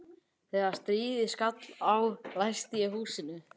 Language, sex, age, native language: Icelandic, male, 11, Icelandic